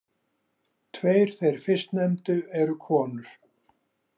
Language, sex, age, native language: Icelandic, male, 60-69, Icelandic